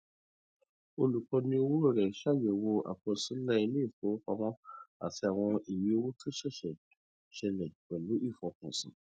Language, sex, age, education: Yoruba, male, 30-45, tertiary